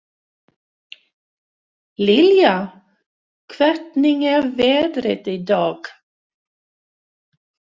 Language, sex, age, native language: Icelandic, female, 60-69, Swedish